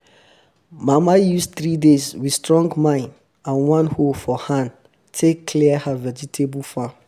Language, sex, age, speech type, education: Nigerian Pidgin, male, 30-45, spontaneous, tertiary